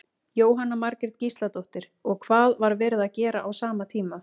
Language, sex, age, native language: Icelandic, female, 18-19, Icelandic